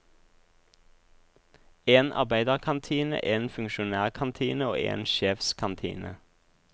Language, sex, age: Norwegian, male, 26